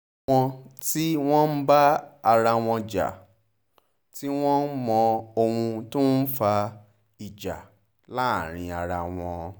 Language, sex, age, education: Yoruba, male, 30-45, tertiary